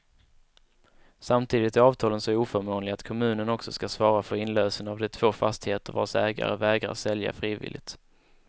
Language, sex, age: Swedish, male, 19